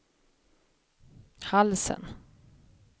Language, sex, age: Swedish, female, 50